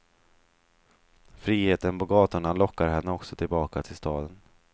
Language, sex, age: Swedish, male, 23